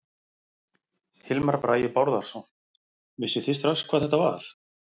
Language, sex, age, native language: Icelandic, male, 40-49, Icelandic